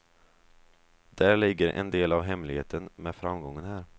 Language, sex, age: Swedish, male, 23